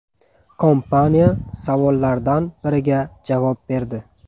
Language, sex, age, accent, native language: Uzbek, male, 18-24, Buxoro, Uzbek